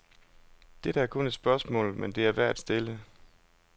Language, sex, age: Danish, male, 32